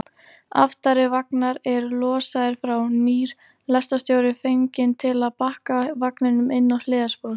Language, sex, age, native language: Icelandic, female, 40-49, Icelandic